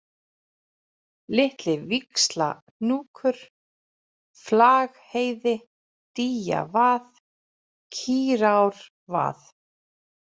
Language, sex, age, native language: Icelandic, female, 40-49, Icelandic